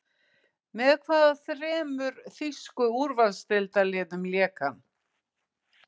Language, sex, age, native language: Icelandic, female, 60-69, Icelandic